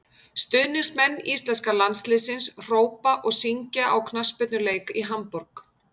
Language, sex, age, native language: Icelandic, female, 50-59, Icelandic